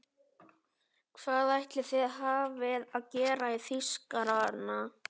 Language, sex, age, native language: Icelandic, male, 11, Icelandic